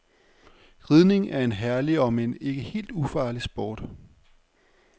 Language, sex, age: Danish, male, 35